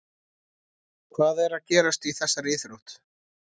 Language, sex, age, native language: Icelandic, male, 30-39, Icelandic